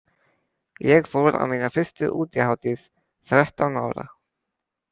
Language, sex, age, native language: Icelandic, female, 20-29, Icelandic